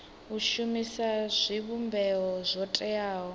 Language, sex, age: Venda, female, 18